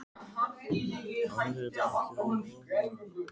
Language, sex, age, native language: Icelandic, male, 13, Icelandic